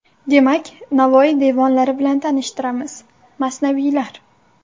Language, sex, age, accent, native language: Uzbek, female, 18-24, Surxondaryo, Uzbek